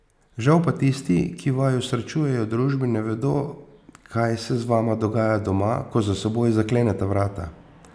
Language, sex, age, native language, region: Slovenian, male, 50-59, Slovenian, Posavska region